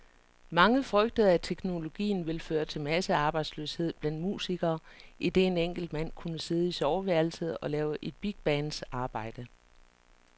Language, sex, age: Danish, female, 49